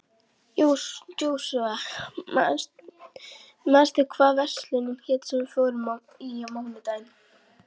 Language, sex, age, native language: Icelandic, female, 12, Icelandic